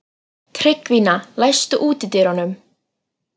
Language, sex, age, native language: Icelandic, female, 40-49, Icelandic